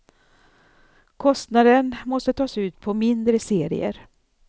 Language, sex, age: Swedish, female, 64